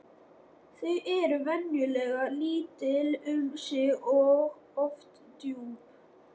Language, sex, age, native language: Icelandic, male, 13, Icelandic